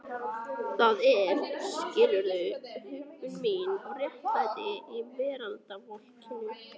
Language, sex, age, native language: Icelandic, female, 14, Icelandic